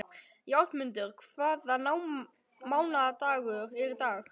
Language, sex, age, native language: Icelandic, male, 12, Icelandic